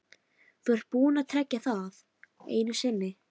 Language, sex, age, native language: Icelandic, female, 13, Icelandic